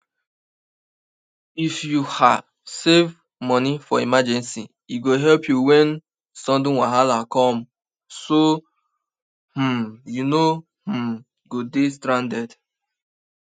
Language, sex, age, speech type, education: Nigerian Pidgin, male, 15-29, spontaneous, tertiary